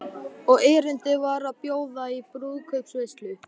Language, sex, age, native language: Icelandic, male, 12, Icelandic